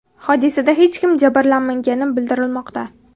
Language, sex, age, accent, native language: Uzbek, female, 19-29, Namangan, Uzbek